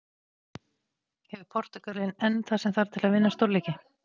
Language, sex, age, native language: Icelandic, female, 40-49, Icelandic